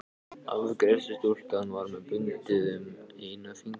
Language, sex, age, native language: Icelandic, male, 14, Icelandic